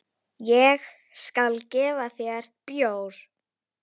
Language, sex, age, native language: Icelandic, female, 9, Icelandic